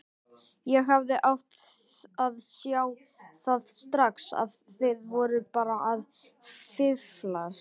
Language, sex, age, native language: Icelandic, male, 18-19, Icelandic